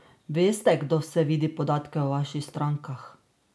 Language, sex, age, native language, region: Slovenian, female, 30-49, Slovenian, Drava region